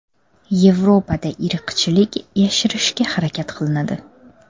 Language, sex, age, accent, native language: Uzbek, female, under 19, Toshkent shahri, Uzbek